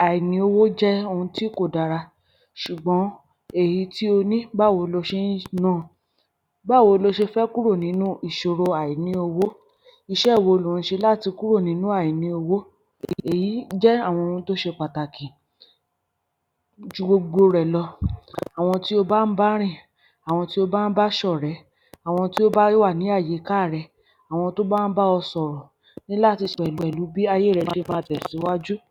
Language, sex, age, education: Yoruba, female, 30-45, primary